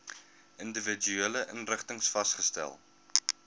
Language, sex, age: Afrikaans, male, 22